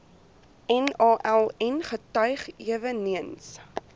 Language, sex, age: Afrikaans, female, 23